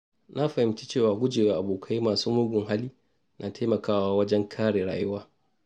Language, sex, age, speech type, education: Hausa, male, 30-45, spontaneous, tertiary